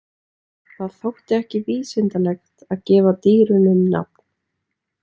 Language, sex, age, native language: Icelandic, female, 20-29, Icelandic